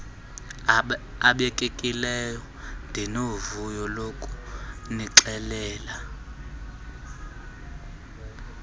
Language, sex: Xhosa, male